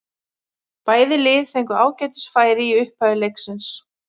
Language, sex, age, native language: Icelandic, female, 40-49, Icelandic